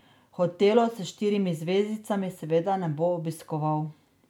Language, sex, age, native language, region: Slovenian, female, 30-49, Slovenian, Drava region